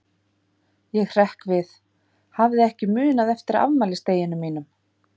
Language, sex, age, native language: Icelandic, female, 50-59, Icelandic